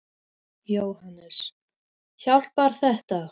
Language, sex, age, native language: Icelandic, female, 13, Icelandic